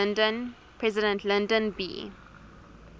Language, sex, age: English, female, 19